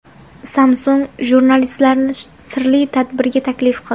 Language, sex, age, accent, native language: Uzbek, female, 18-24, Farg'ona, Uzbek